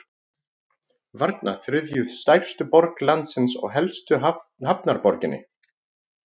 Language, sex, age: Icelandic, male, 40-49